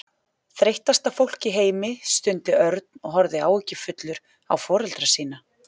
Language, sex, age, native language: Icelandic, female, 40-49, Icelandic